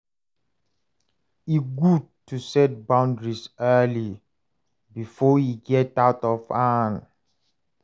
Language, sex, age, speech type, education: Nigerian Pidgin, male, 30-45, read, tertiary